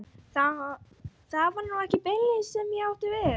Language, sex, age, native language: Icelandic, female, 12, Icelandic